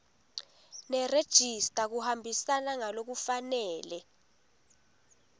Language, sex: Swati, female